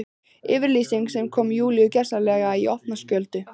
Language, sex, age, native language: Icelandic, female, 15, Icelandic